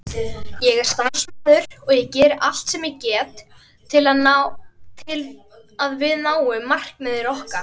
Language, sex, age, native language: Icelandic, female, 30-39, Icelandic